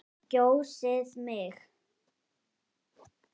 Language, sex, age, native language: Icelandic, female, 6, Icelandic